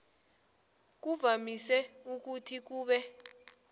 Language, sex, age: South Ndebele, female, 20